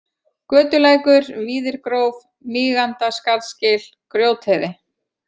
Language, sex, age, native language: Icelandic, female, 40-49, Icelandic